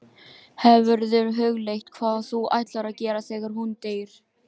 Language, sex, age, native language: Icelandic, other, 13, Filipino